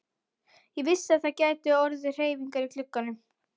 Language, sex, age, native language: Icelandic, female, 40-49, Icelandic